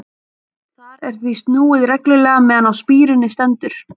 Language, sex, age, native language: Icelandic, female, 30-39, Icelandic